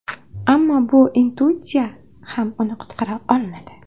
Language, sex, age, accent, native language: Uzbek, female, 18-24, Andijon, Uzbek